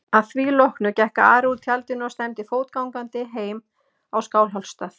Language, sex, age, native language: Icelandic, female, 30-39, Icelandic